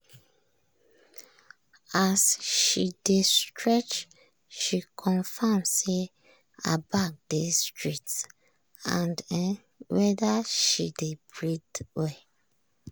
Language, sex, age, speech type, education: Nigerian Pidgin, female, 30-45, spontaneous, tertiary